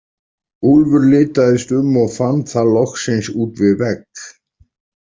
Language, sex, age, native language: Icelandic, male, 40-49, Icelandic